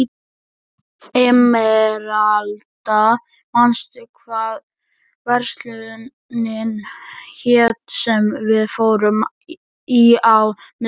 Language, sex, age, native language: Icelandic, male, 11, Icelandic